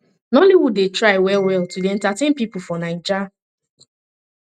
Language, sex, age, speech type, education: Nigerian Pidgin, female, 15-29, spontaneous, tertiary